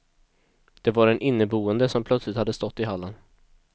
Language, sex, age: Swedish, male, 22